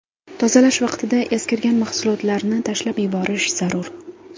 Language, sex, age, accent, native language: Uzbek, female, 18-24, Andijon, Uzbek